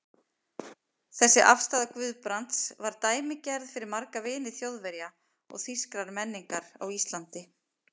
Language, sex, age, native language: Icelandic, female, 50-59, Icelandic